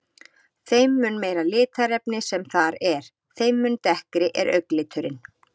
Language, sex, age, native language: Icelandic, female, 30-39, Icelandic